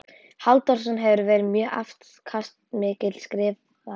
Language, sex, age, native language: Icelandic, female, 11, Icelandic